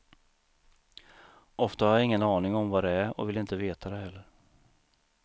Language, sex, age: Swedish, male, 39